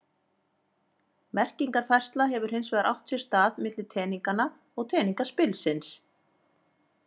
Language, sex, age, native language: Icelandic, female, 40-49, Icelandic